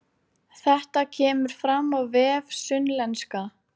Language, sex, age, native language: Icelandic, female, 18-19, Icelandic